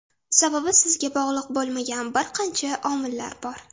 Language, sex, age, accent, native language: Uzbek, female, under 19, Toshkent shahri, Uzbek